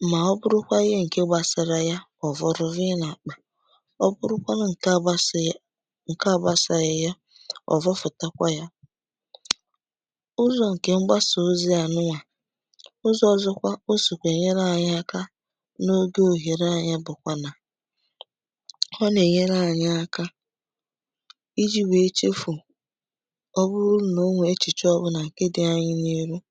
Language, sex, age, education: Igbo, female, 15-29, secondary